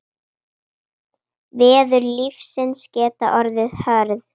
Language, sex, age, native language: Icelandic, female, 9, Icelandic